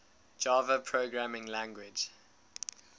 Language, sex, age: English, male, 19